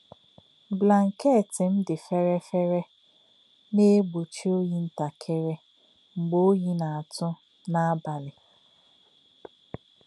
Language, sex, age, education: Igbo, female, 30-45, tertiary